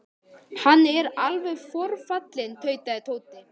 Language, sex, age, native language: Icelandic, male, 13, Icelandic